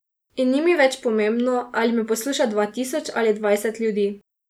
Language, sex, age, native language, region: Slovenian, female, 18-29, Slovenian, Drava region